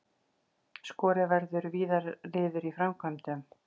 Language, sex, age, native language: Icelandic, female, 40-49, Icelandic